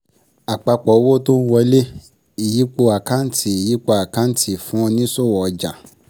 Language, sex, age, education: Yoruba, male, 15-29, secondary